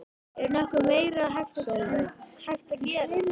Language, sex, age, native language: Icelandic, female, 13, Icelandic